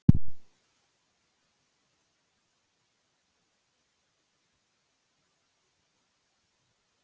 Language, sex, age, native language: Icelandic, female, 18-19, Icelandic